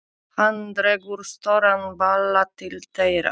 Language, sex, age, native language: Icelandic, female, 30-39, Polish